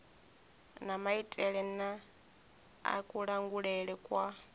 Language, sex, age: Venda, female, 24